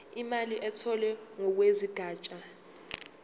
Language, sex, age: Zulu, female, 19